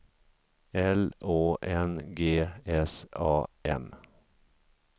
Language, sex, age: Swedish, male, 50